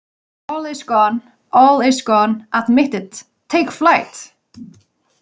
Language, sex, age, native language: Icelandic, female, 20-29, Icelandic